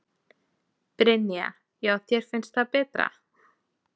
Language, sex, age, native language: Icelandic, female, 20-29, Icelandic